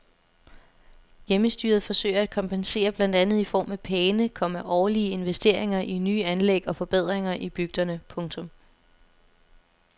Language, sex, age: Danish, female, 27